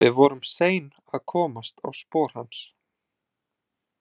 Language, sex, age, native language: Icelandic, male, 20-29, Icelandic